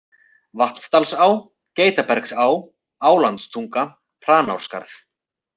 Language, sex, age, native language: Icelandic, male, 30-39, Icelandic